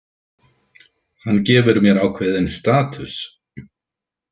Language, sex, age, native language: Icelandic, male, 50-59, Icelandic